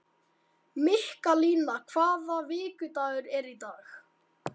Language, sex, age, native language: Icelandic, male, 18-19, Icelandic